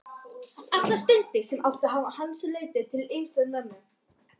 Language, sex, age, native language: Icelandic, female, 18-19, Icelandic